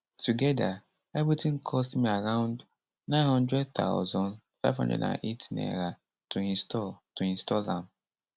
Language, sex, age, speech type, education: Nigerian Pidgin, male, 15-29, spontaneous, tertiary